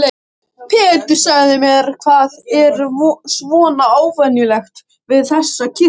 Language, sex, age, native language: Icelandic, male, 13, Icelandic